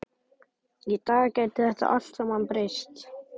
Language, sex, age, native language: Icelandic, male, 12, Icelandic